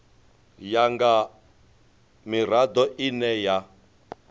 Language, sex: Venda, male